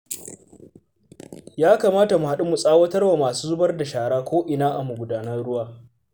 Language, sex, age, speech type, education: Hausa, male, 15-29, read, secondary